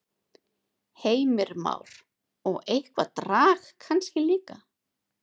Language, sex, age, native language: Icelandic, female, 30-39, Icelandic